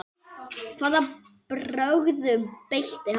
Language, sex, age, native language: Icelandic, male, 8, Icelandic